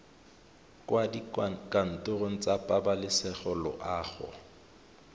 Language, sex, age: Tswana, male, 31